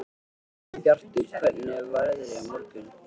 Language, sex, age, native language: Icelandic, male, 13, Icelandic